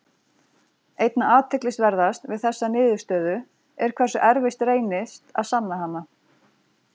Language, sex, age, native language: Icelandic, female, 40-49, Icelandic